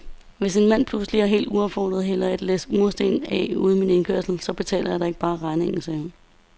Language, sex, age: Danish, female, 32